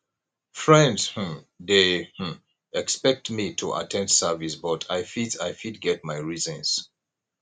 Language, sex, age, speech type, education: Nigerian Pidgin, male, 30-45, spontaneous, tertiary